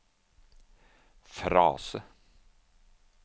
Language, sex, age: Norwegian, male, 49